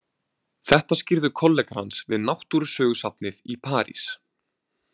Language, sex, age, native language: Icelandic, male, 20-29, Icelandic